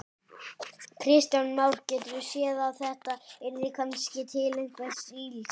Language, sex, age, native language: Icelandic, male, 18-19, Icelandic